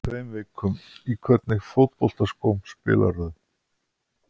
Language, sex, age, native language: Icelandic, male, 50-59, Icelandic